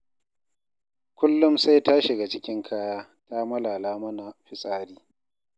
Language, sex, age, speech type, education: Hausa, male, 30-45, read, tertiary